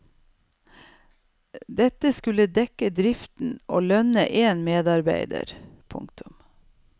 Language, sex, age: Norwegian, female, 55